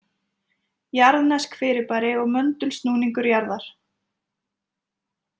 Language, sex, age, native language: Icelandic, female, 20-29, Icelandic